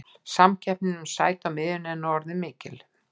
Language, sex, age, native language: Icelandic, female, 60-69, Icelandic